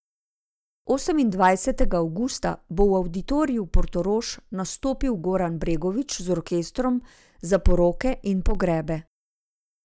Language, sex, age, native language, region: Slovenian, female, 50-59, Slovenian, Zasavska region